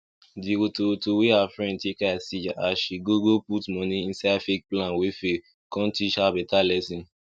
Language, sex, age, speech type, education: Nigerian Pidgin, male, 15-29, spontaneous, tertiary